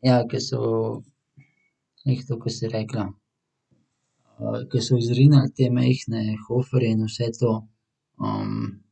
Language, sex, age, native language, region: Slovenian, male, 18-29, Slovenian, Central Slovenia